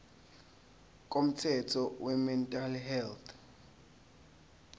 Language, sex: Zulu, male